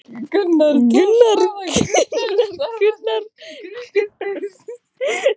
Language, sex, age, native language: Icelandic, female, 16, Icelandic